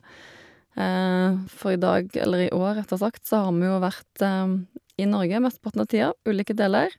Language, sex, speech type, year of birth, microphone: Norwegian, female, spontaneous, 1972, Shure